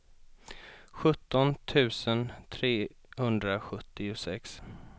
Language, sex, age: Swedish, male, 31